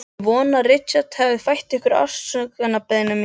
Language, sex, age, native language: Icelandic, other, 12, Icelandic